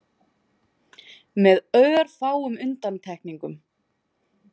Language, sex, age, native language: Icelandic, female, 20-29, Icelandic